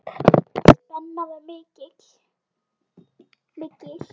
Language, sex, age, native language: Icelandic, female, 8, Icelandic